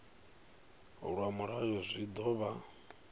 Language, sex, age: Venda, male, 39